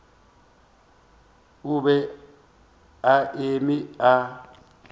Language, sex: Northern Sotho, male